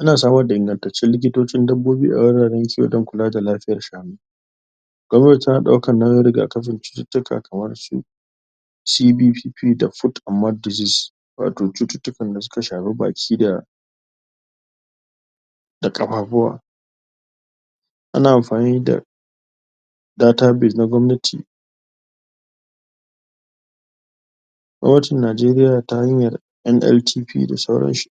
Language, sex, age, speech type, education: Hausa, male, 46-60, spontaneous, tertiary